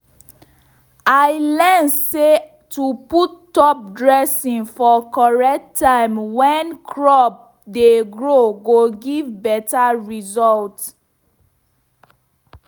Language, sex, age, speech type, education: Nigerian Pidgin, female, 15-29, spontaneous, tertiary